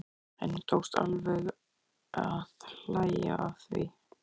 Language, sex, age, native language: Icelandic, male, 13, Icelandic